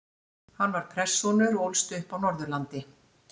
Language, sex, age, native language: Icelandic, female, 60-69, Icelandic